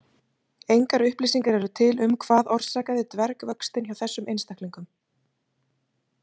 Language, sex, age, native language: Icelandic, female, 30-39, Icelandic